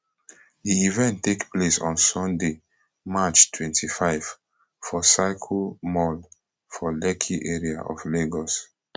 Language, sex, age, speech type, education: Nigerian Pidgin, male, 15-29, spontaneous, tertiary